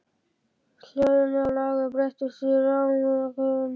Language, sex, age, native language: Icelandic, male, 11, Icelandic